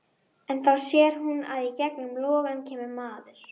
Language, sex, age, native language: Icelandic, female, 12, Icelandic